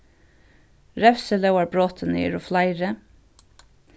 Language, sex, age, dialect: Faroese, female, 36-60, Vágar